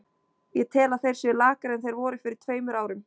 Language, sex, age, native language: Icelandic, female, 20-29, Icelandic